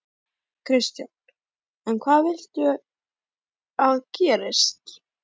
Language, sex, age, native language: Icelandic, female, 11, Icelandic